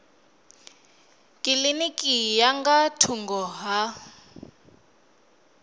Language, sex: Venda, female